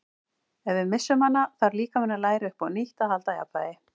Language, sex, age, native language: Icelandic, female, 40-49, Icelandic